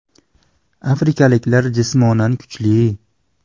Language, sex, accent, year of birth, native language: Uzbek, male, Andijon, 1994, Uzbek